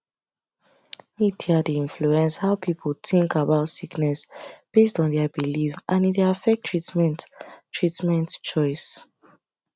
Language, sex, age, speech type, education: Nigerian Pidgin, female, 15-29, spontaneous, tertiary